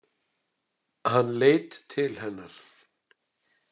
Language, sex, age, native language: Icelandic, male, 60-69, Icelandic